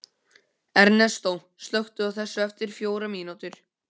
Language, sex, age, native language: Icelandic, male, 15, Icelandic